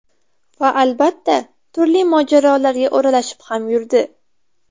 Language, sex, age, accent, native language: Uzbek, female, 12-17, Toshkent viloyati, Uzbek